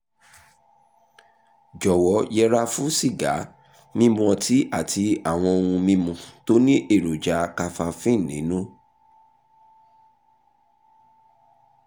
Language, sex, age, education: Yoruba, male, 30-45, tertiary